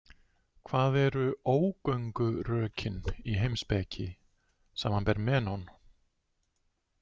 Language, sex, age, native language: Icelandic, male, 60-69, Icelandic